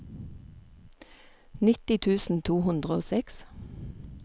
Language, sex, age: Norwegian, female, 39